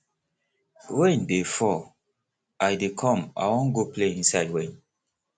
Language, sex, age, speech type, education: Nigerian Pidgin, male, 30-45, spontaneous, tertiary